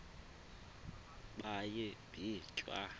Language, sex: Xhosa, male